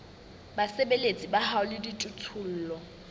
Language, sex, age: Southern Sotho, female, 19